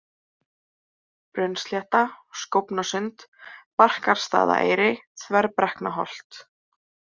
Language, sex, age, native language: Icelandic, male, 20-29, Icelandic